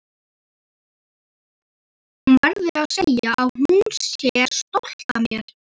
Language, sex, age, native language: Icelandic, male, 11, Icelandic